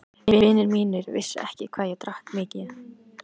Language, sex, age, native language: Icelandic, female, 14, Icelandic